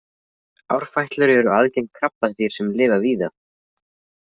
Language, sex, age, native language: Icelandic, other, 20-29, Icelandic